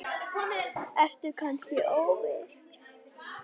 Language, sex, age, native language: Icelandic, female, 10, Icelandic